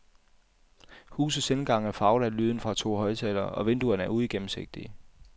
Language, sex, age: Danish, male, 28